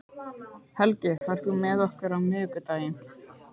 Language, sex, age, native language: Icelandic, male, 15, Icelandic